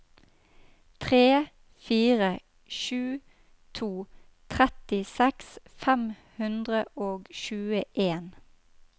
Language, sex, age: Norwegian, female, 29